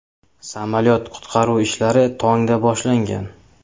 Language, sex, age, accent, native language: Uzbek, male, 25-34, Samarqand, Uzbek